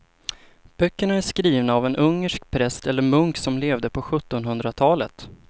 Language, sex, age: Swedish, male, 25